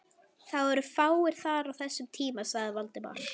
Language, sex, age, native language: Icelandic, female, 11, Icelandic